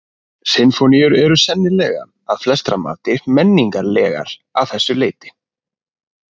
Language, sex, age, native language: Icelandic, male, 20-29, Icelandic